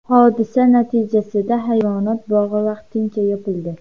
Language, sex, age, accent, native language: Uzbek, female, under 19, Qashqadaryo, Uzbek